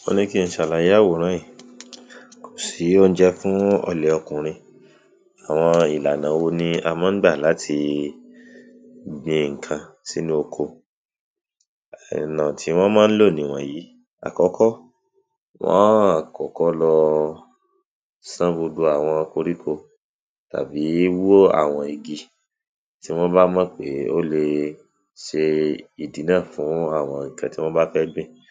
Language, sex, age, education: Yoruba, male, 30-45, secondary